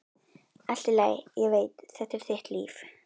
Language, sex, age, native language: Icelandic, other, 11, Icelandic